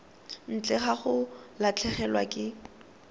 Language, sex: Tswana, female